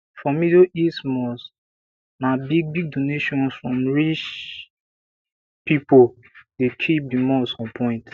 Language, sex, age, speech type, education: Nigerian Pidgin, male, 15-29, spontaneous, tertiary